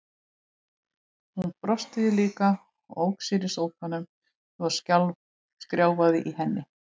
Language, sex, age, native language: Icelandic, female, 18-19, Icelandic